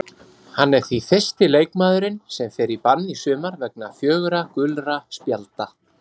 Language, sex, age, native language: Icelandic, male, 30-39, Icelandic